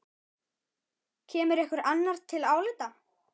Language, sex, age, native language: Icelandic, male, 9, Icelandic